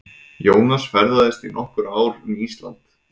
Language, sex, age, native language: Icelandic, male, 20-29, Icelandic